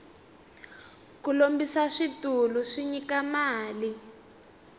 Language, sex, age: Tsonga, female, 19